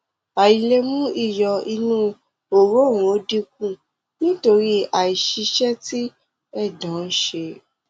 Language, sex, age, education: Yoruba, female, 15-29, tertiary